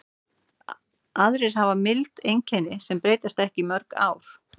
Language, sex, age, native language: Icelandic, female, 40-49, Icelandic